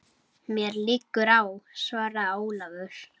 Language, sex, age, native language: Icelandic, male, 9, Icelandic